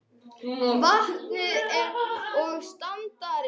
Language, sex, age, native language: Icelandic, male, 18-19, Icelandic